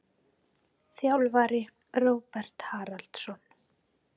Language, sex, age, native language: Icelandic, female, 40-49, Icelandic